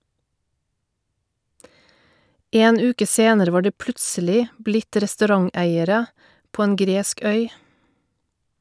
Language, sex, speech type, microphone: Norwegian, female, read, Shure